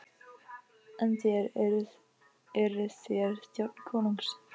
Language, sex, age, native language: Icelandic, female, 15, Icelandic